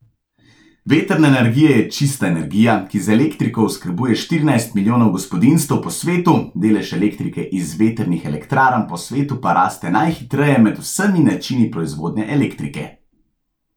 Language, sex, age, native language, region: Slovenian, male, 18-29, Slovenian, Central Slovenia